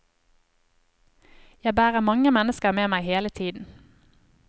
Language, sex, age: Norwegian, female, 25